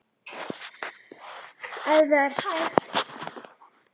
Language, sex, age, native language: Icelandic, female, 10, Icelandic